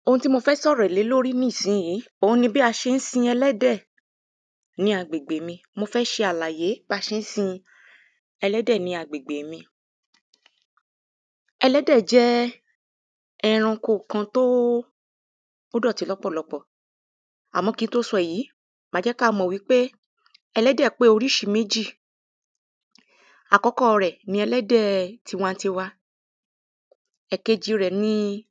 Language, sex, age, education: Yoruba, female, 30-45, primary